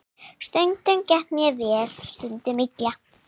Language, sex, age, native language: Icelandic, female, 9, Icelandic